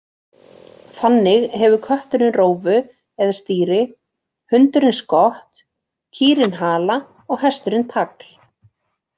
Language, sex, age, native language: Icelandic, female, 40-49, Icelandic